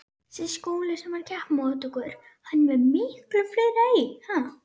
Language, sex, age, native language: Icelandic, male, 9, Icelandic